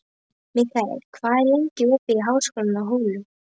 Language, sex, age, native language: Icelandic, female, 11, Icelandic